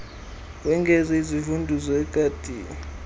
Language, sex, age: Xhosa, male, 21